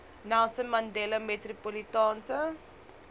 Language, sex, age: Afrikaans, female, 20